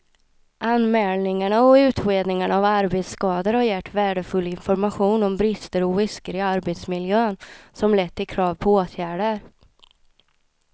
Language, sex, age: Swedish, female, 26